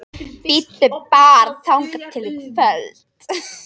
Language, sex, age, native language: Icelandic, female, 13, Icelandic